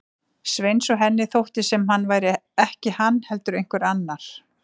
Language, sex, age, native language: Icelandic, female, 40-49, Icelandic